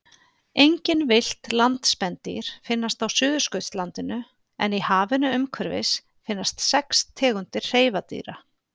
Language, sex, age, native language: Icelandic, female, 50-59, Icelandic